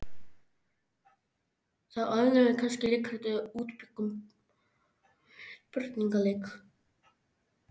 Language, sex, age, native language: Icelandic, male, 13, Icelandic